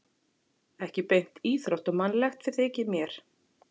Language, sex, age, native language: Icelandic, female, 40-49, Icelandic